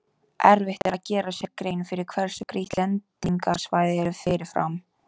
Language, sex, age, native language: Icelandic, female, 18-19, Icelandic